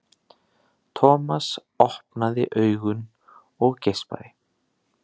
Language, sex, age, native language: Icelandic, male, 30-39, Icelandic